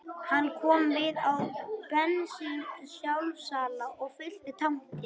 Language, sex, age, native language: Icelandic, male, 21, Icelandic